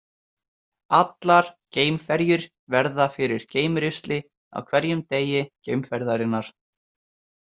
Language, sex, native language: Icelandic, male, Icelandic